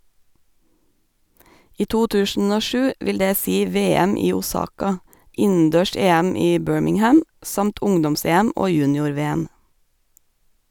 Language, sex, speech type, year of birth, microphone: Norwegian, female, read, 1985, Sennheiser